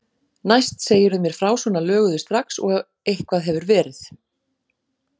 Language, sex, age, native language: Icelandic, female, 40-49, Icelandic